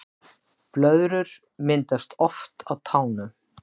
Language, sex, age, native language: Icelandic, female, 60-69, Icelandic